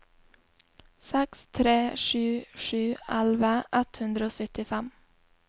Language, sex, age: Norwegian, female, 20